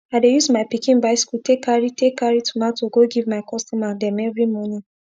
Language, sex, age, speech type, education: Nigerian Pidgin, female, 15-29, spontaneous, tertiary